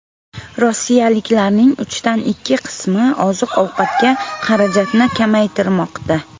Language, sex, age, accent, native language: Uzbek, female, 25-34, Samarqand, Uzbek